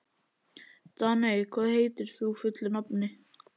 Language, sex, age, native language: Icelandic, other, 11, Icelandic